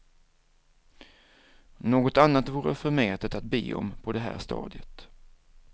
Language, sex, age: Swedish, male, 47